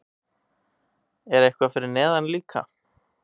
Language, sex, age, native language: Icelandic, male, 18-19, Icelandic